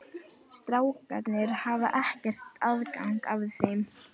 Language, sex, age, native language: Icelandic, female, 11, Icelandic